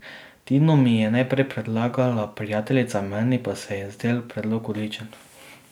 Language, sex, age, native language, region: Slovenian, male, 18-29, Slovenian, Drava region